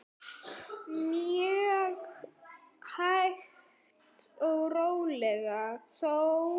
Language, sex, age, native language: Icelandic, female, 9, Icelandic